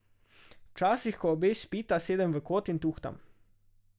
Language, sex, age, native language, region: Slovenian, male, 18-29, Slovenian, Drava region